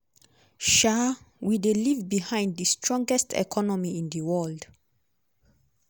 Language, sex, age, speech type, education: Nigerian Pidgin, female, 30-45, spontaneous, tertiary